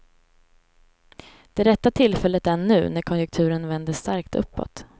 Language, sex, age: Swedish, female, 18